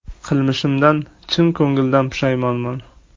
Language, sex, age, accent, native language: Uzbek, male, 18-24, Toshkent viloyati, Uzbek